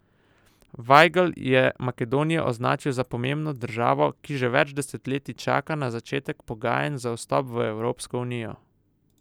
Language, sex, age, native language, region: Slovenian, male, 18-29, Slovenian, Southeast Slovenia